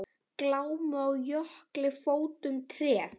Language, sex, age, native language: Icelandic, female, 10, Icelandic